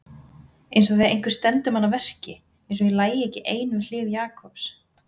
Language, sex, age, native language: Icelandic, female, 30-39, Icelandic